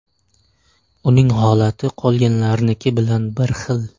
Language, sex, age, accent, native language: Uzbek, male, 18-24, Surxondaryo, Uzbek